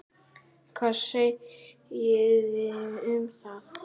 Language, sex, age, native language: Icelandic, male, 9, Icelandic